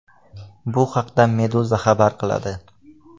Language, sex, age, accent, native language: Uzbek, male, under 19, Andijon, Uzbek